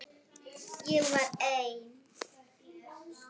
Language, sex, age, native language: Icelandic, female, 8, Icelandic